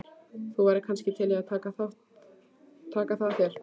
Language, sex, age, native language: Icelandic, female, 15, Icelandic